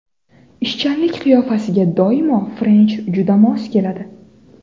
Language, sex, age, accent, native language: Uzbek, female, 18-24, Navoiy, Uzbek